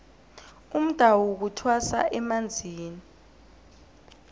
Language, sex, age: South Ndebele, female, 18